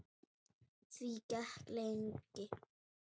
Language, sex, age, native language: Icelandic, female, 9, Icelandic